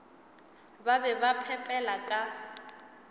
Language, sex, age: Northern Sotho, female, 18